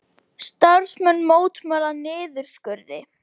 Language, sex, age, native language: Icelandic, female, 18-19, Icelandic